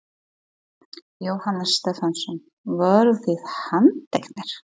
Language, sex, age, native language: Icelandic, female, 40-49, Polish